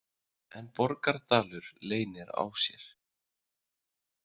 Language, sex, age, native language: Icelandic, male, 30-39, Icelandic